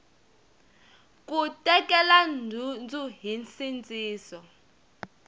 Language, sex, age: Tsonga, female, 22